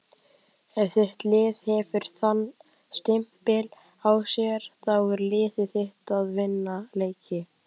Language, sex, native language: Icelandic, male, Icelandic